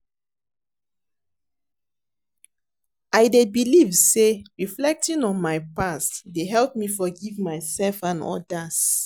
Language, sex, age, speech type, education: Nigerian Pidgin, female, 30-45, read, secondary